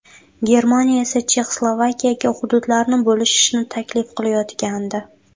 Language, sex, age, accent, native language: Uzbek, female, 18-24, Buxoro, Uzbek